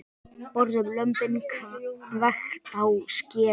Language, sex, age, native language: Icelandic, male, 10, Icelandic